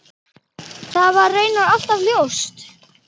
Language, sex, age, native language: Icelandic, female, 10, Icelandic